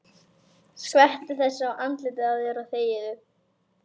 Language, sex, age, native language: Icelandic, female, 11, Icelandic